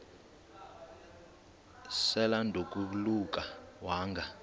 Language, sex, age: Xhosa, male, 19